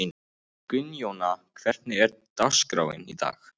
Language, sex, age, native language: Icelandic, male, 18-19, Icelandic